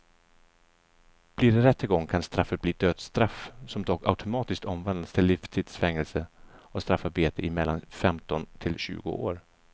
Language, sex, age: Swedish, male, 34